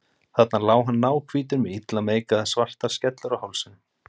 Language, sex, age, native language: Icelandic, male, 30-39, Icelandic